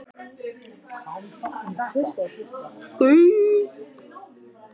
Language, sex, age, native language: Icelandic, male, 14, Icelandic